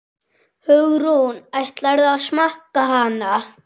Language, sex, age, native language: Icelandic, male, 6, Icelandic